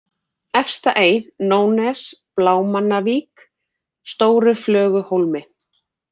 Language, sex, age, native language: Icelandic, female, 40-49, Icelandic